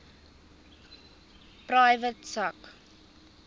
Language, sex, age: Afrikaans, female, 19